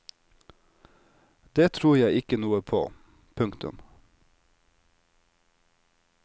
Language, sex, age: Norwegian, male, 36